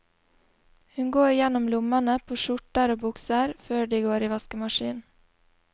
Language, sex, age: Norwegian, female, 20